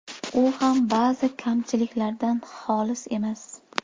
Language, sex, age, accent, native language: Uzbek, female, 18-24, Jizzax, Uzbek